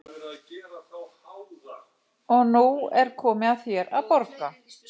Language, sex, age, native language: Icelandic, male, 15, Icelandic